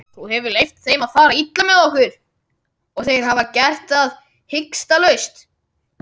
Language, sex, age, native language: Icelandic, female, 40-49, Icelandic